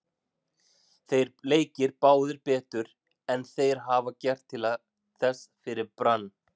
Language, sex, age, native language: Icelandic, male, 40-49, Icelandic